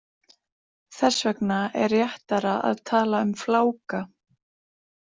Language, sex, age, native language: Icelandic, female, 40-49, Icelandic